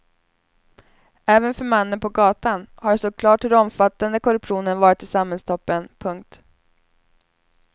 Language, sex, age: Swedish, female, 21